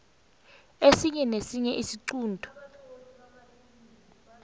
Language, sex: South Ndebele, female